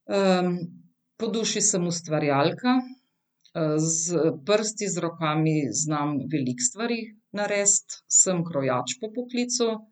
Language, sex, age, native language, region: Slovenian, female, 50-59, Slovenian, Central Slovenia